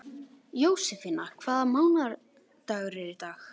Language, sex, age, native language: Icelandic, male, 18-19, Icelandic